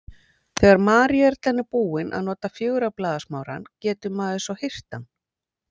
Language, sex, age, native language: Icelandic, female, 40-49, Icelandic